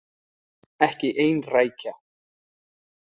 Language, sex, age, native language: Icelandic, male, 30-39, Icelandic